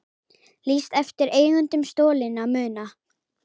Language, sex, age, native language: Icelandic, female, 18-19, Icelandic